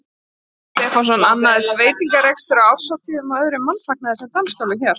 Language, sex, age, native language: Icelandic, female, 40-49, Icelandic